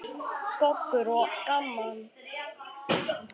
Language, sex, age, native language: Icelandic, male, 9, Icelandic